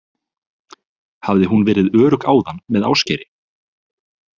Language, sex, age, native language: Icelandic, male, 30-39, Icelandic